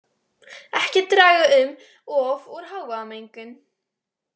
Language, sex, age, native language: Icelandic, female, 18-19, Icelandic